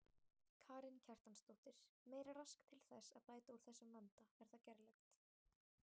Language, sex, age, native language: Icelandic, female, 18-19, Icelandic